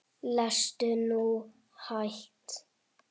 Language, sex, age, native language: Icelandic, male, 7, Icelandic